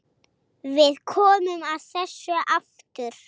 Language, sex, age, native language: Icelandic, female, 7, Icelandic